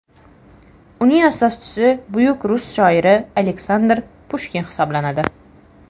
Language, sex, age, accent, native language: Uzbek, female, 18-24, Toshkent viloyati, Uzbek